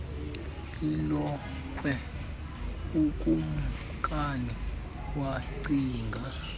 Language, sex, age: Xhosa, male, 19